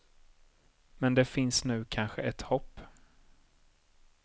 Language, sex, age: Swedish, male, 30